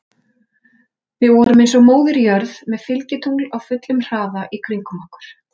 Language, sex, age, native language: Icelandic, female, 40-49, Icelandic